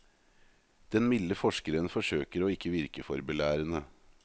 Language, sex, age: Norwegian, male, 38